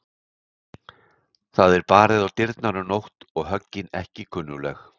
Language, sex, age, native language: Icelandic, male, 60-69, Icelandic